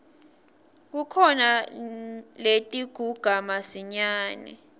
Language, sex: Swati, female